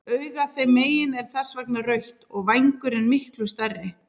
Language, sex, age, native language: Icelandic, female, 30-39, Icelandic